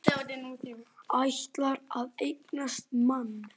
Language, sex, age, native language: Icelandic, male, 8, Icelandic